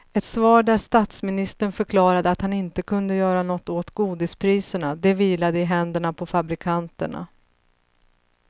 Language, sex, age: Swedish, female, 35